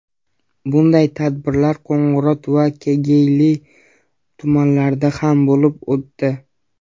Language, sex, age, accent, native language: Uzbek, male, 19-29, Namangan, Uzbek